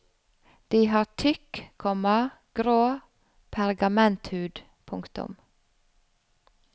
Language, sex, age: Norwegian, female, 45